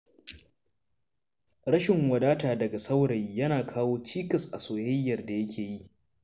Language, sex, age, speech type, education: Hausa, male, 15-29, read, secondary